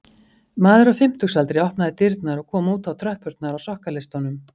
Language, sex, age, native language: Icelandic, female, 50-59, Icelandic